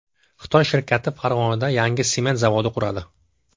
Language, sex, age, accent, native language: Uzbek, male, 25-34, Jizzax, Uzbek